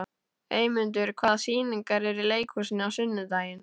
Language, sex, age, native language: Icelandic, male, 12, Icelandic